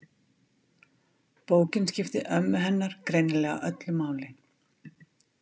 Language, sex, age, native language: Icelandic, female, 50-59, Icelandic